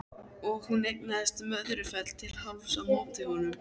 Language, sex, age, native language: Icelandic, female, 13, Icelandic